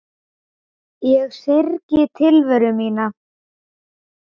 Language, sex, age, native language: Icelandic, male, 10, Icelandic